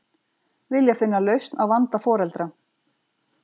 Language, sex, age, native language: Icelandic, female, 40-49, Icelandic